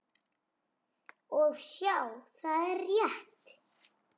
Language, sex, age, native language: Icelandic, female, 6, Icelandic